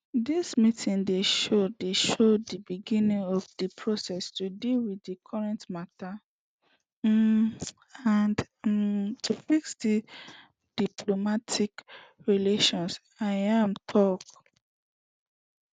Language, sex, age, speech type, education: Nigerian Pidgin, female, 15-29, spontaneous, secondary